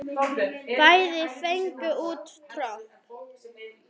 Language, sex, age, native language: Icelandic, female, 9, Icelandic